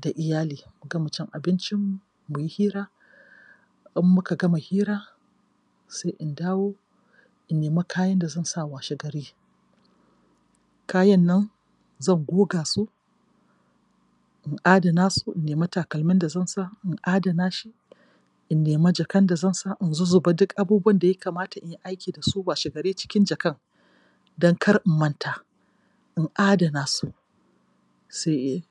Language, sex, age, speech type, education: Hausa, female, 46-60, spontaneous, tertiary